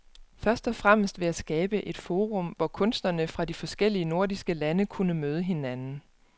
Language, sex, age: Danish, female, 29